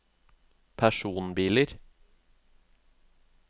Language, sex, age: Norwegian, male, 36